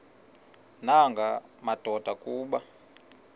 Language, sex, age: Xhosa, male, 38